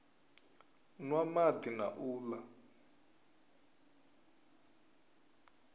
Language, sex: Venda, male